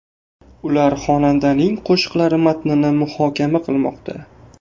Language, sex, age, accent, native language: Uzbek, male, 18-24, Qashqadaryo, Uzbek